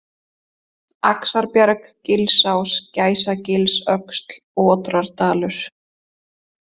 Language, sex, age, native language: Icelandic, female, 20-29, Icelandic